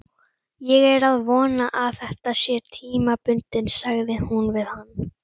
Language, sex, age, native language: Icelandic, female, 40-49, Icelandic